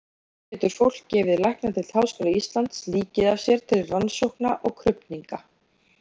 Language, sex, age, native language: Icelandic, female, 30-39, Icelandic